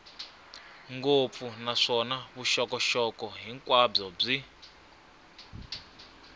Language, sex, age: Tsonga, male, 25